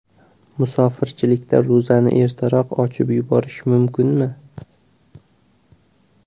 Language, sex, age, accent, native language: Uzbek, male, 18-24, Qashqadaryo, Uzbek